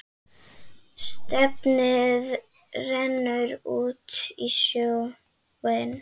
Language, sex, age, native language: Icelandic, female, 8, Icelandic